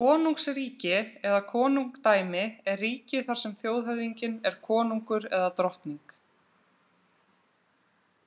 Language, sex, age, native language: Icelandic, female, 30-39, Icelandic